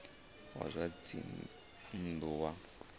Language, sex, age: Venda, male, 34